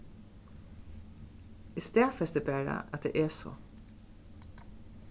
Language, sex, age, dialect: Faroese, female, 36-60, Suðurstreymoy